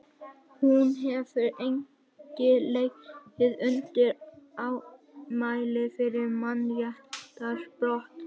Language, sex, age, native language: Icelandic, female, 18-19, Icelandic